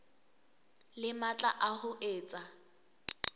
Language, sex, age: Southern Sotho, female, 23